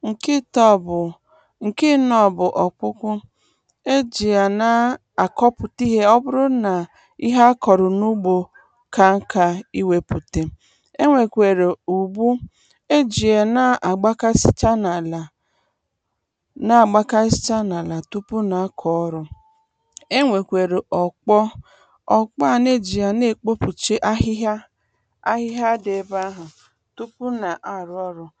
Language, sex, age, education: Igbo, female, 30-45, tertiary